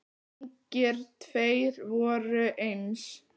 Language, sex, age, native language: Icelandic, female, 9, Icelandic